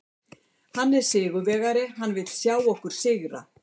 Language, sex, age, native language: Icelandic, female, 70-79, Icelandic